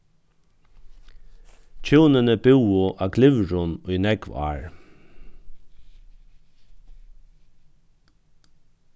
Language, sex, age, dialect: Faroese, male, 36-60, Norðuroyggjar